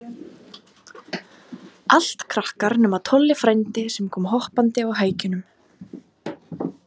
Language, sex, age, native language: Icelandic, female, 20-29, Icelandic